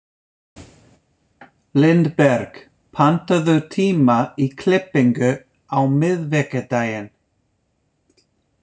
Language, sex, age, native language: Icelandic, male, 50-59, English